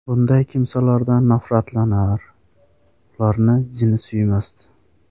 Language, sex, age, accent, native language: Uzbek, male, 25-34, Namangan, Uzbek